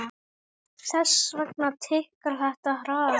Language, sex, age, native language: Icelandic, male, 9, Icelandic